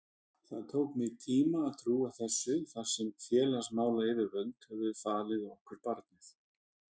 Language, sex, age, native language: Icelandic, male, 30-39, Icelandic